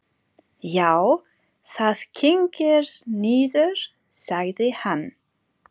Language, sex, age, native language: Icelandic, female, 40-49, German